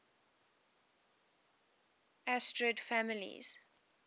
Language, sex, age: English, female, 18